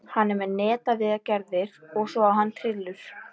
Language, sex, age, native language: Icelandic, female, 11, Icelandic